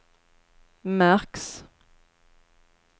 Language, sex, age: Swedish, female, 33